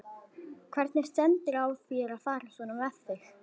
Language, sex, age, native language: Icelandic, female, 11, Icelandic